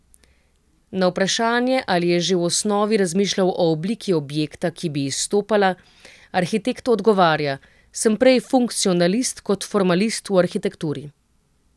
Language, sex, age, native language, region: Slovenian, female, 30-49, Slovenian, Central Slovenia